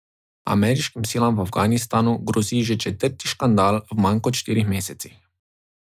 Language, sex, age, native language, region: Slovenian, male, 18-29, Slovenian, Drava region